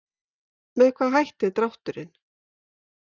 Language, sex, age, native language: Icelandic, female, 50-59, Icelandic